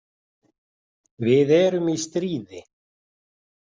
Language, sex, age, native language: Icelandic, male, 40-49, Icelandic